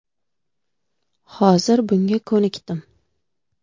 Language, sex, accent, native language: Uzbek, female, Samarqand, Uzbek